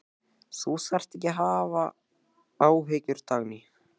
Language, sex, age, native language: Icelandic, male, 14, Icelandic